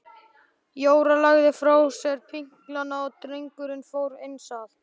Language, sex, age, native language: Icelandic, male, 12, Icelandic